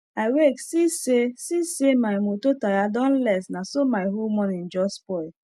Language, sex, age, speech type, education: Nigerian Pidgin, female, 15-29, spontaneous, tertiary